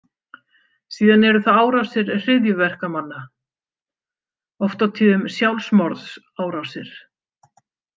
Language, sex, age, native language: Icelandic, female, 50-59, Icelandic